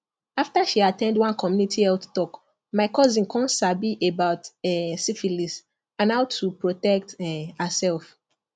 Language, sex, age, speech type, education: Nigerian Pidgin, female, 15-29, spontaneous, tertiary